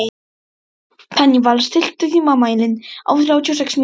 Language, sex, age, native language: Icelandic, male, 12, Icelandic